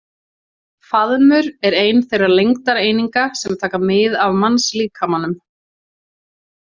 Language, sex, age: Icelandic, male, 18-19